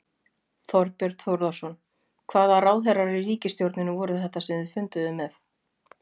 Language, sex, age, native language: Icelandic, female, 40-49, Icelandic